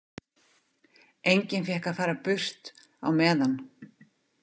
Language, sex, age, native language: Icelandic, female, 50-59, Icelandic